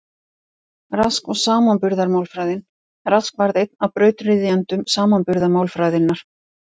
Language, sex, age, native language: Icelandic, female, 50-59, Icelandic